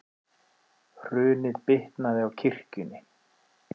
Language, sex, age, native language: Icelandic, male, 30-39, Icelandic